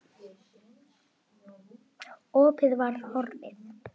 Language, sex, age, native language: Icelandic, female, 10, Icelandic